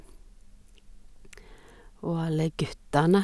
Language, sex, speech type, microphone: Norwegian, female, spontaneous, Sennheiser